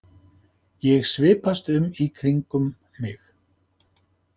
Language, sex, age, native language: Icelandic, male, 50-59, Icelandic